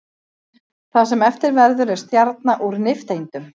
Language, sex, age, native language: Icelandic, female, 50-59, Icelandic